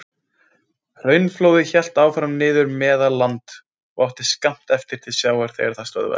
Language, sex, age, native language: Icelandic, male, 20-29, Icelandic